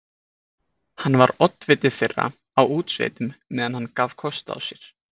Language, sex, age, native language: Icelandic, male, 20-29, Icelandic